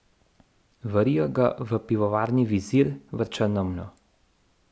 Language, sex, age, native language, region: Slovenian, male, 30-49, Slovenian, Central Slovenia